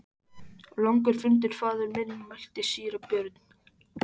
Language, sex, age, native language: Icelandic, male, 14, Icelandic